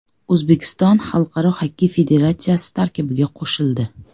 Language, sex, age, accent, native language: Uzbek, female, 35+, Samarqand, Uzbek